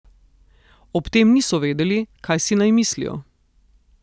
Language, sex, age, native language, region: Slovenian, female, 30-49, Slovenian, Southeast Slovenia